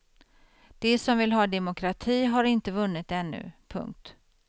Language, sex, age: Swedish, female, 50